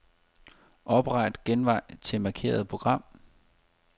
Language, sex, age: Danish, male, 30